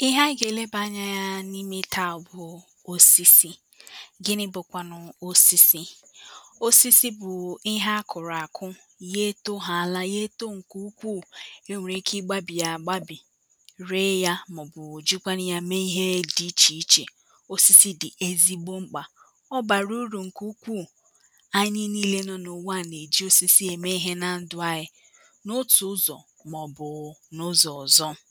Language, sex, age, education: Igbo, female, 15-29, tertiary